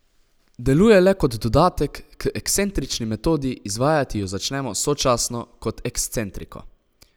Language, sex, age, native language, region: Slovenian, male, 18-29, Slovenian, Savinja region